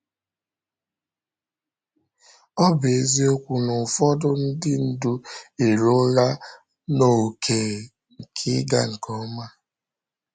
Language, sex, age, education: Igbo, female, 15-29, secondary